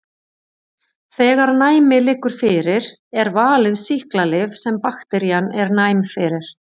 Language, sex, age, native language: Icelandic, female, 40-49, Icelandic